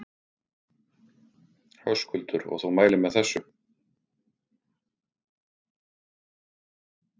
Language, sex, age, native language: Icelandic, male, 50-59, Icelandic